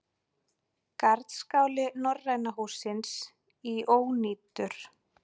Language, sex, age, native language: Icelandic, female, 40-49, Icelandic